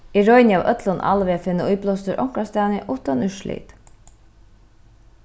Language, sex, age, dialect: Faroese, female, 36-60, Norðuroyggjar